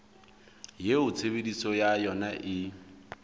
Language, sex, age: Southern Sotho, male, 26